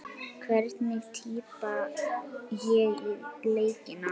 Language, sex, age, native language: Icelandic, female, 9, Icelandic